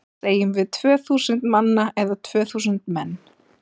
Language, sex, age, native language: Icelandic, female, 30-39, Icelandic